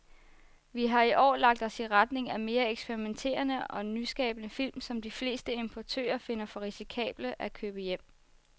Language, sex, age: Danish, female, 24